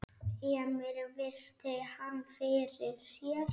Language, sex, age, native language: Icelandic, female, 9, Icelandic